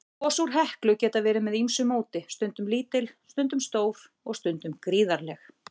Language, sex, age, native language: Icelandic, female, 40-49, Icelandic